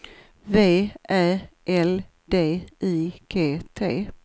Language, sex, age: Swedish, female, 54